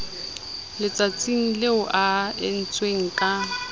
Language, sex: Southern Sotho, female